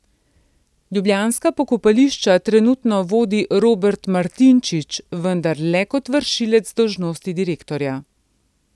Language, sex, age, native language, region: Slovenian, female, 50-59, Slovenian, Central Slovenia